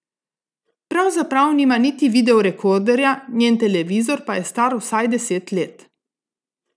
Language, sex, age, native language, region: Slovenian, female, 30-49, Slovenian, Gorica region